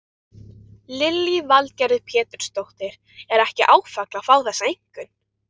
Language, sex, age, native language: Icelandic, other, 13, Icelandic